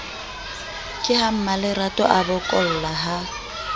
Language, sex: Southern Sotho, female